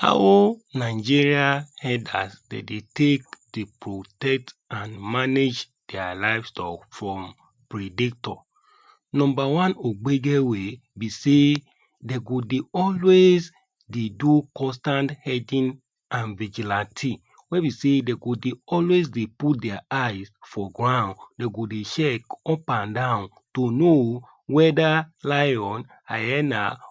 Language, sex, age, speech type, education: Nigerian Pidgin, male, 30-45, spontaneous, tertiary